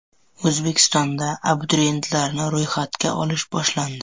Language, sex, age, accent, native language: Uzbek, male, 12-17, Surxondaryo, Uzbek